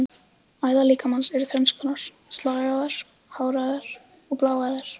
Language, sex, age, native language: Icelandic, female, 15, Icelandic